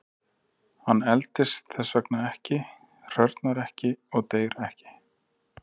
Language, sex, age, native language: Icelandic, male, 30-39, Icelandic